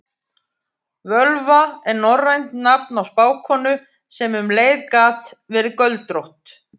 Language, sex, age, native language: Icelandic, female, 50-59, Icelandic